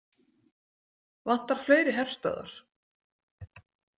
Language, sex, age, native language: Icelandic, female, 40-49, Icelandic